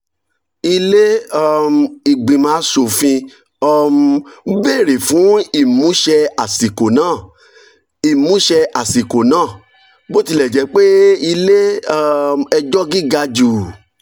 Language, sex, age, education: Yoruba, male, 46-60, tertiary